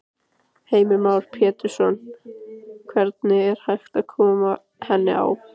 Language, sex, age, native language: Icelandic, female, 15, Icelandic